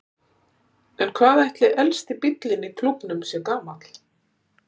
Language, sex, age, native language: Icelandic, female, 60-69, Icelandic